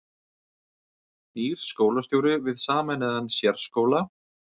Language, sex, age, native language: Icelandic, male, 30-39, Icelandic